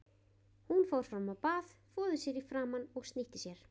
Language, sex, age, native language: Icelandic, female, 20-29, Icelandic